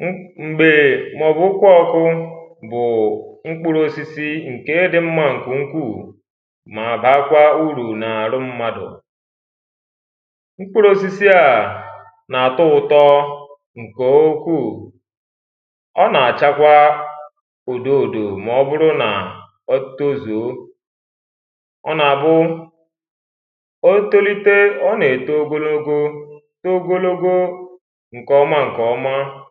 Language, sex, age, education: Igbo, male, 15-29, primary